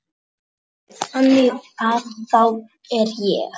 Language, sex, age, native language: Icelandic, female, 10, Polish